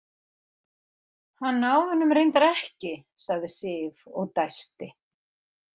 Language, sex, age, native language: Icelandic, female, 50-59, Icelandic